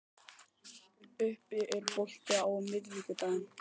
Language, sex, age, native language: Icelandic, male, 18-19, Icelandic